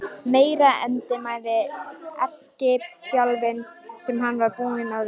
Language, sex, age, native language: Icelandic, female, 12, Icelandic